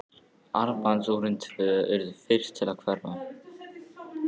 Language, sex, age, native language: Icelandic, female, 14, Icelandic